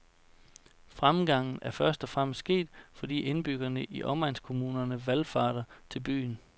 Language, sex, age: Danish, male, 29